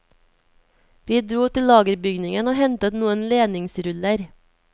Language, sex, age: Norwegian, female, 24